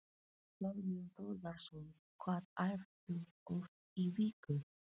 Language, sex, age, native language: Icelandic, female, 40-49, Filipino